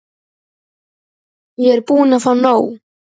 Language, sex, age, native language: Icelandic, female, 11, Icelandic